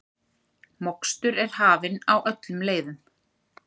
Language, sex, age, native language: Icelandic, female, 30-39, Icelandic